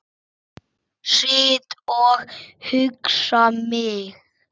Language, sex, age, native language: Icelandic, male, 6, Icelandic